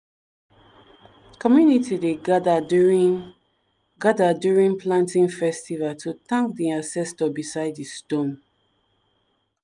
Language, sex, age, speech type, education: Nigerian Pidgin, female, 30-45, spontaneous, tertiary